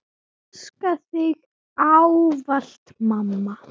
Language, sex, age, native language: Icelandic, female, 7, Icelandic